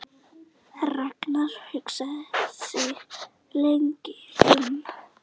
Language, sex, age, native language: Icelandic, female, 8, Icelandic